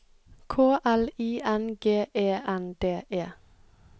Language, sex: Norwegian, female